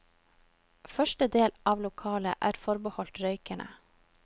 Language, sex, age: Norwegian, female, 21